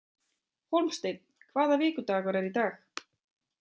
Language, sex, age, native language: Icelandic, female, 30-39, German